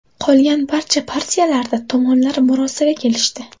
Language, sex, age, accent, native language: Uzbek, female, 18-24, Buxoro, Uzbek